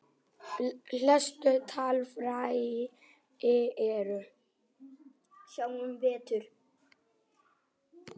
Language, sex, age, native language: Icelandic, male, 8, Icelandic